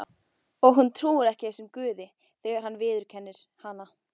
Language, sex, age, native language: Icelandic, female, 14, Icelandic